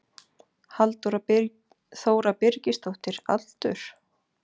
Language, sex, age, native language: Icelandic, female, 40-49, Icelandic